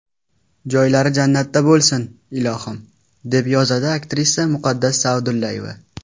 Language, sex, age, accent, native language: Uzbek, male, 19-29, Farg'ona, Uzbek